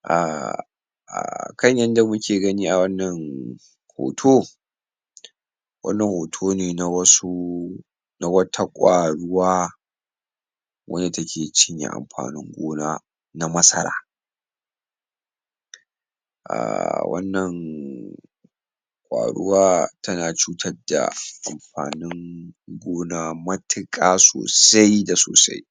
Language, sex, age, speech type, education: Hausa, male, 46-60, spontaneous, tertiary